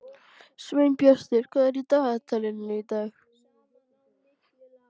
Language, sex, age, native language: Icelandic, female, 12, Icelandic